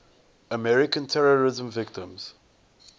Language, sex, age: English, male, 20